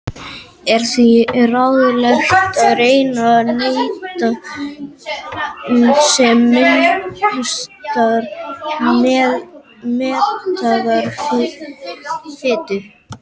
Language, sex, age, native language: Icelandic, male, 18-19, Icelandic